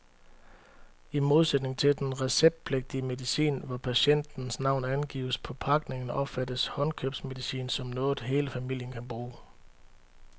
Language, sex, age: Danish, male, 31